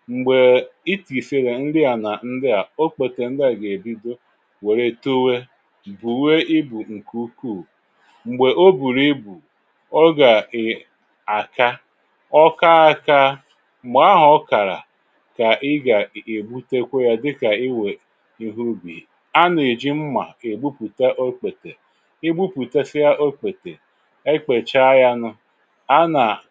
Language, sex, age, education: Igbo, male, 30-45, tertiary